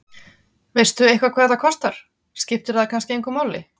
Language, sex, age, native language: Icelandic, female, 30-39, Icelandic